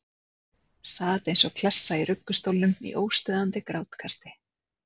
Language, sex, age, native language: Icelandic, female, 30-39, Icelandic